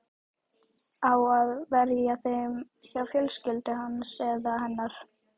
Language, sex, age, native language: Icelandic, female, 12, Icelandic